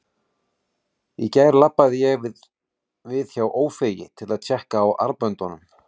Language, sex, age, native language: Icelandic, male, 40-49, Icelandic